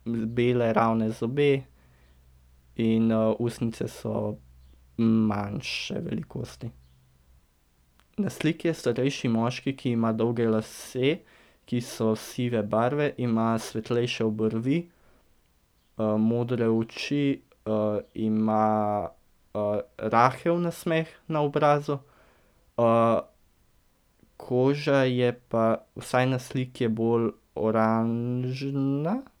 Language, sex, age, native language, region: Slovenian, male, 18-29, Slovenian, Central Slovenia